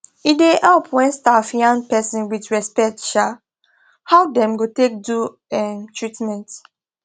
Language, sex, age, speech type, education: Nigerian Pidgin, female, 15-29, spontaneous, tertiary